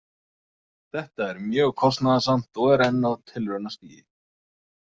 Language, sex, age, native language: Icelandic, male, 30-39, Icelandic